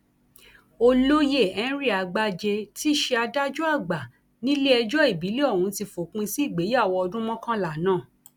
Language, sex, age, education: Yoruba, female, 46-60, tertiary